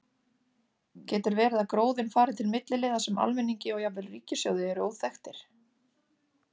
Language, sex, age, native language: Icelandic, female, 30-39, Icelandic